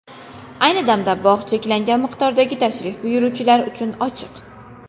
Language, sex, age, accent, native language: Uzbek, female, 19-29, Qashqadaryo, Uzbek